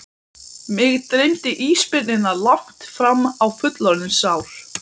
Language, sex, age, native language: Icelandic, male, 12, Icelandic